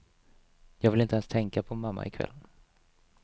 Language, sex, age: Swedish, male, 27